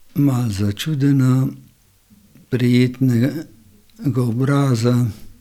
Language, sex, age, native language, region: Slovenian, male, 60+, Slovenian, Gorenjska region